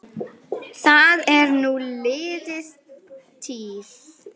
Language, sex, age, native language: Icelandic, female, 9, Icelandic